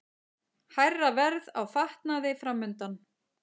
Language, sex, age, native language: Icelandic, female, 40-49, Icelandic